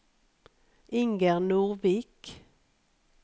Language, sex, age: Norwegian, female, 51